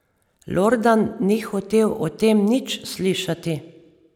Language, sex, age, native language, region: Slovenian, female, 30-49, Slovenian, Savinja region